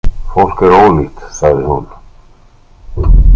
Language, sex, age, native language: Icelandic, male, 60-69, Icelandic